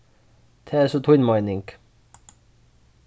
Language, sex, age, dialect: Faroese, male, 15-35, Norðurstreymoy/Eysturoy